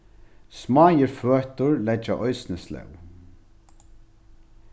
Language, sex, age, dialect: Faroese, male, 36-60, Norðurstreymoy/Eysturoy